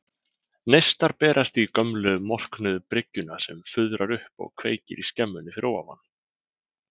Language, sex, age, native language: Icelandic, male, 20-29, Icelandic